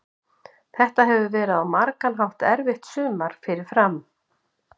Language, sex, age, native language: Icelandic, female, 50-59, Icelandic